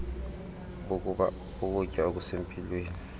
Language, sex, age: Xhosa, male, 38